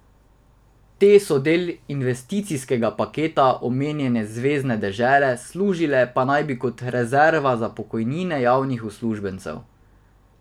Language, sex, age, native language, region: Slovenian, male, 18-29, Slovenian, Drava region